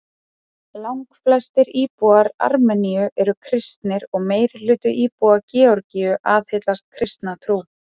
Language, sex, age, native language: Icelandic, female, 30-39, Icelandic